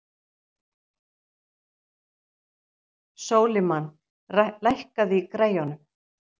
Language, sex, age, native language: Icelandic, female, 60-69, Icelandic